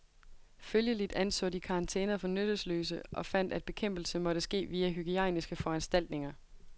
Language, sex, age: Danish, female, 22